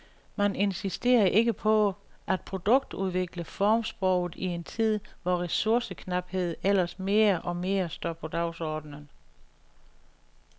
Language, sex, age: Danish, female, 61